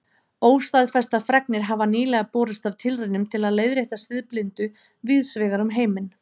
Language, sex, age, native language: Icelandic, female, 30-39, Icelandic